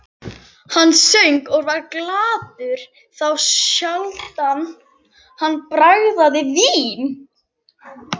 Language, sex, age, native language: Icelandic, female, 11, Icelandic